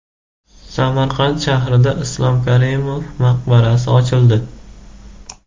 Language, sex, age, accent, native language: Uzbek, male, 18-24, Jizzax, Uzbek